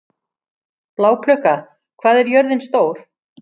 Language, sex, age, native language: Icelandic, female, 40-49, Icelandic